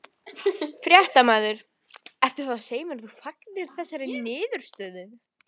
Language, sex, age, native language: Icelandic, female, 14, Icelandic